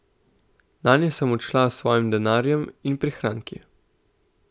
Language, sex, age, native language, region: Slovenian, male, 18-29, Slovenian, Central Slovenia